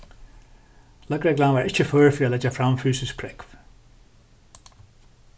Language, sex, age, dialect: Faroese, male, 36-60, Suðurstreymoy